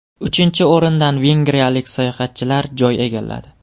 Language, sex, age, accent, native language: Uzbek, male, 18-24, Jizzax, Uzbek